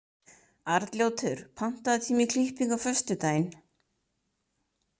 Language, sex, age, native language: Icelandic, female, 30-39, Icelandic